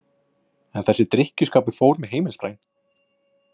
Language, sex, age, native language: Icelandic, male, 20-29, Icelandic